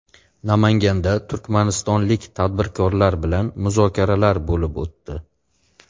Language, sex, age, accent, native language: Uzbek, male, 35+, Farg'ona, Uzbek